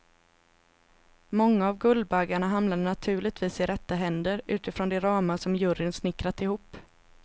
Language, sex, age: Swedish, female, 26